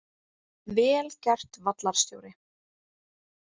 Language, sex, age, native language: Icelandic, female, 18-19, Icelandic